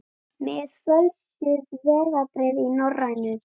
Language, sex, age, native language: Icelandic, female, 18-19, Icelandic